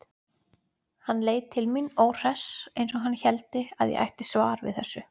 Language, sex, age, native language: Icelandic, female, 20-29, Icelandic